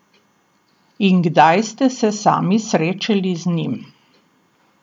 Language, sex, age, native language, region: Slovenian, female, 60+, Slovenian, Southeast Slovenia